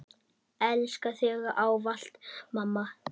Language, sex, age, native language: Icelandic, male, 8, Icelandic